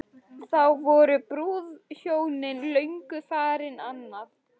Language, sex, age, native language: Icelandic, female, 13, Icelandic